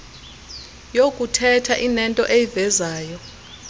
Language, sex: Xhosa, female